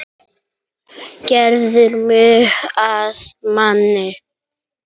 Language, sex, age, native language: Icelandic, male, 9, Icelandic